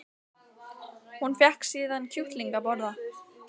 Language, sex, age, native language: Icelandic, female, 18-19, Icelandic